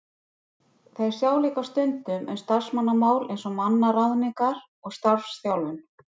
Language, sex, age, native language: Icelandic, female, 50-59, Icelandic